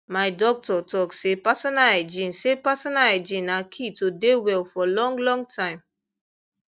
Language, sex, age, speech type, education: Nigerian Pidgin, female, 15-29, spontaneous, tertiary